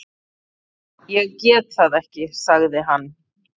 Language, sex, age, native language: Icelandic, female, 30-39, Icelandic